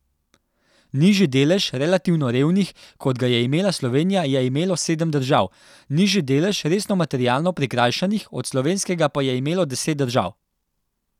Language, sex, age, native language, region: Slovenian, male, 18-29, Slovenian, Central Slovenia